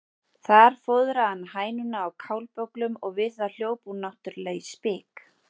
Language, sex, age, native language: Icelandic, female, 40-49, Icelandic